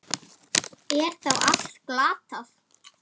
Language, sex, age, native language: Icelandic, female, 10, Icelandic